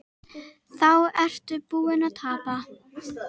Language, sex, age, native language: Icelandic, female, 10, Icelandic